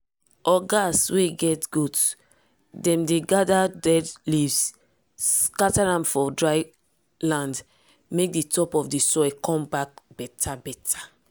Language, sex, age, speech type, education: Nigerian Pidgin, female, 30-45, spontaneous, tertiary